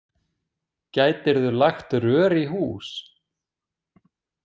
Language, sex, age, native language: Icelandic, male, 20-29, Icelandic